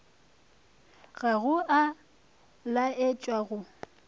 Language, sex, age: Northern Sotho, female, 23